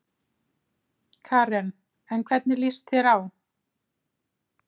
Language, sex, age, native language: Icelandic, female, 30-39, Icelandic